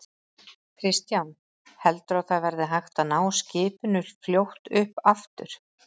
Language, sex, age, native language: Icelandic, female, 30-39, Icelandic